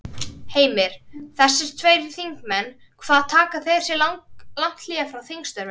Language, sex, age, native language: Icelandic, female, 30-39, Icelandic